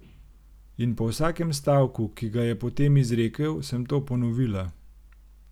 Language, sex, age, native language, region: Slovenian, male, 30-49, Slovenian, Gorenjska region